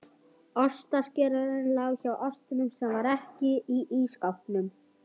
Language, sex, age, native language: Icelandic, female, 18-19, Swedish